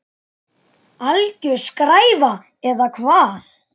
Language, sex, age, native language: Icelandic, female, 9, Icelandic